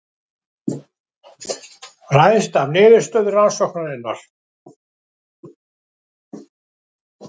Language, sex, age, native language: Icelandic, male, 70-79, Icelandic